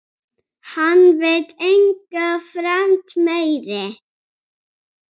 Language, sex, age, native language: Icelandic, female, 7, Icelandic